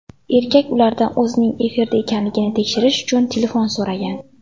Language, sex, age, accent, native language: Uzbek, female, 18-24, Andijon, Uzbek